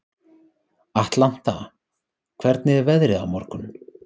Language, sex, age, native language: Icelandic, male, 30-39, Icelandic